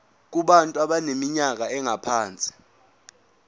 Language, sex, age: Zulu, male, 20